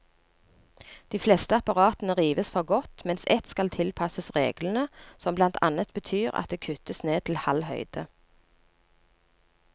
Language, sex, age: Norwegian, female, 39